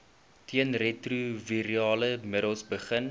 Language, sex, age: Afrikaans, male, 19